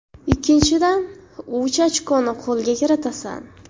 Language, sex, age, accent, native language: Uzbek, female, 18-24, Andijon, Uzbek